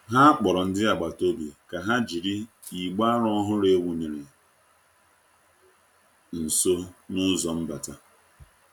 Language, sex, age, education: Igbo, male, 30-45, tertiary